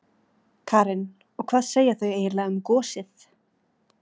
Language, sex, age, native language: Icelandic, female, 30-39, Icelandic